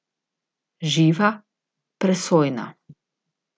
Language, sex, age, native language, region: Slovenian, female, 50-59, Slovenian, Gorica region